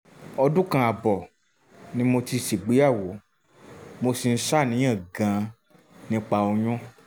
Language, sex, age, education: Yoruba, male, 30-45, tertiary